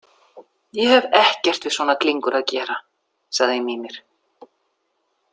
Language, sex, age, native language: Icelandic, female, 60-69, Icelandic